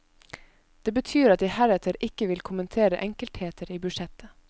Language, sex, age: Norwegian, female, 22